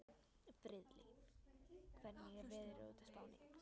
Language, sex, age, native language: Icelandic, female, 13, Icelandic